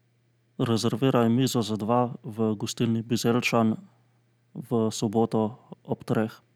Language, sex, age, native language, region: Slovenian, male, 30-49, Slovenian, Central Slovenia